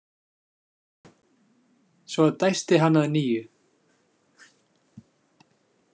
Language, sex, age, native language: Icelandic, male, 20-29, Icelandic